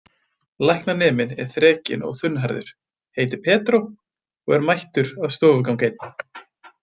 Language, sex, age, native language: Icelandic, male, 20-29, Icelandic